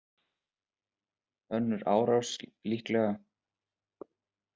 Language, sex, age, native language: Icelandic, male, 20-29, Icelandic